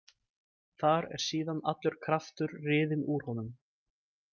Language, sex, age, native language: Icelandic, male, 20-29, Icelandic